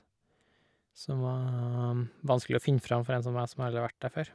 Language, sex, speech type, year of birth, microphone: Norwegian, male, spontaneous, 1988, Shure